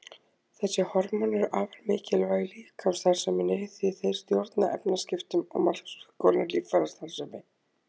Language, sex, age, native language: Icelandic, female, 20-29, Icelandic